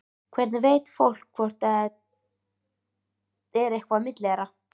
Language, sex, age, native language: Icelandic, female, 13, Icelandic